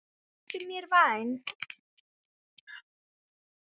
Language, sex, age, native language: Icelandic, female, 7, Icelandic